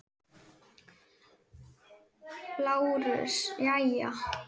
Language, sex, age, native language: Icelandic, male, 9, Icelandic